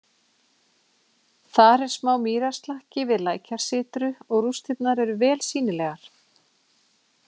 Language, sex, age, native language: Icelandic, female, 40-49, Icelandic